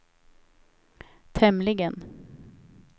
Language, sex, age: Swedish, female, 28